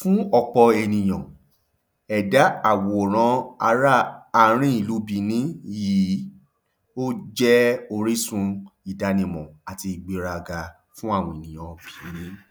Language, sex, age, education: Yoruba, male, 30-45, tertiary